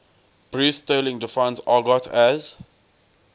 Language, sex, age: English, male, 20